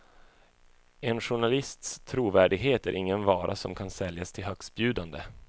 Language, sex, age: Swedish, male, 24